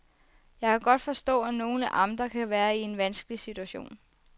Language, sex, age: Danish, female, 24